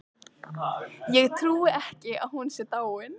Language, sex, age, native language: Icelandic, female, 14, Icelandic